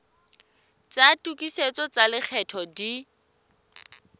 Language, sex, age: Southern Sotho, female, 18